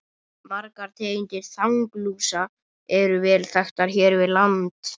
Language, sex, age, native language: Icelandic, male, 18-19, Icelandic